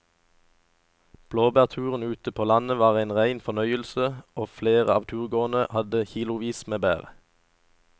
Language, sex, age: Norwegian, male, 37